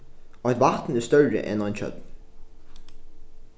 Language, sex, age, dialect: Faroese, male, 15-35, Norðuroyggjar